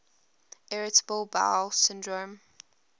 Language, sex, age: English, female, 21